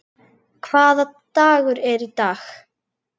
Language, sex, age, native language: Icelandic, female, 10, Icelandic